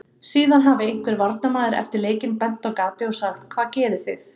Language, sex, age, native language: Icelandic, female, 30-39, Icelandic